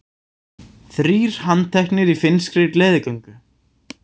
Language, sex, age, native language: Icelandic, male, 18-19, Icelandic